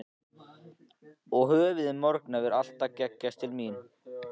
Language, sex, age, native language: Icelandic, male, 14, Icelandic